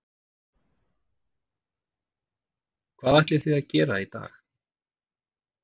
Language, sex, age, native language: Icelandic, male, 40-49, Icelandic